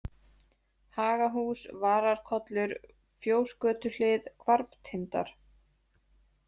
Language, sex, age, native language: Icelandic, female, 20-29, Icelandic